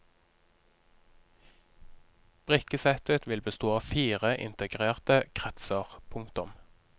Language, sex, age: Norwegian, male, 30